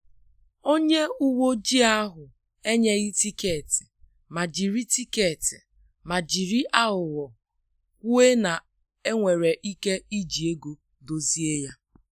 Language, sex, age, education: Igbo, female, 30-45, tertiary